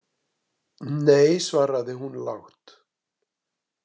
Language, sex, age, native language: Icelandic, male, 60-69, Icelandic